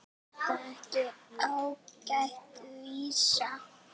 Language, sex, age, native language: Icelandic, female, 6, Icelandic